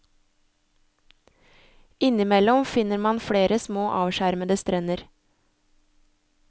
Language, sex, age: Norwegian, female, 24